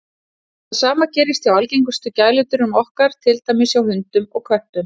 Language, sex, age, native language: Icelandic, female, 40-49, Icelandic